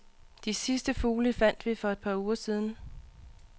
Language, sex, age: Danish, female, 39